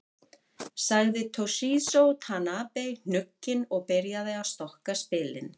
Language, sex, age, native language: Icelandic, female, 50-59, Icelandic